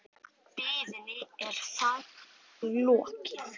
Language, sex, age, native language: Icelandic, male, 10, Icelandic